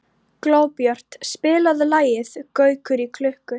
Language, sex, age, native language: Icelandic, female, 12, Icelandic